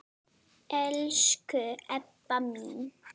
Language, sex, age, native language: Icelandic, female, 9, Icelandic